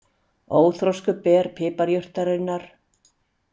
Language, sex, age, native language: Icelandic, female, 60-69, Icelandic